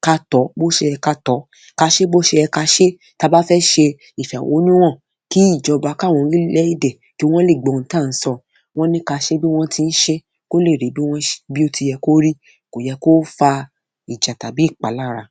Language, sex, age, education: Yoruba, female, 30-45, tertiary